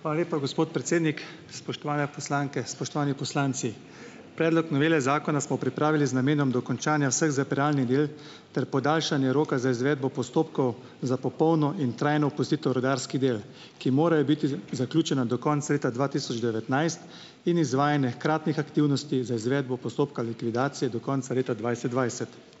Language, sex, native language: Slovenian, male, Slovenian